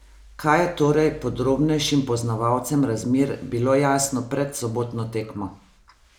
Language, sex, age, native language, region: Slovenian, female, 50-59, Slovenian, Savinja region